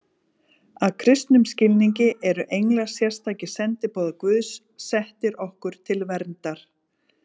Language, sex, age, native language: Icelandic, female, 40-49, Icelandic